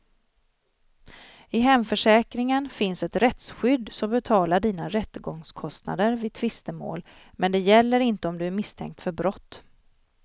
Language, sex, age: Swedish, female, 40